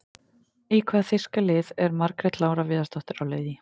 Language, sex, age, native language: Icelandic, female, 30-39, Icelandic